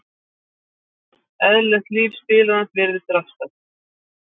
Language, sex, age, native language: Icelandic, female, 50-59, Icelandic